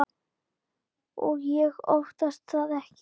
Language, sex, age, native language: Icelandic, female, 10, Icelandic